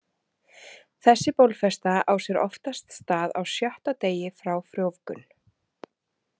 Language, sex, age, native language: Icelandic, female, 30-39, Icelandic